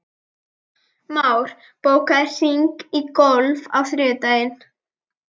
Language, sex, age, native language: Icelandic, female, 11, Icelandic